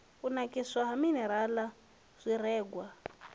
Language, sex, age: Venda, female, 25